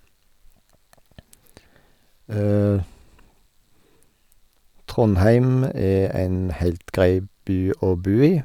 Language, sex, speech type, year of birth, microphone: Norwegian, male, spontaneous, 1972, Sennheiser